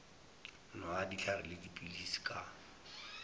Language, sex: Northern Sotho, male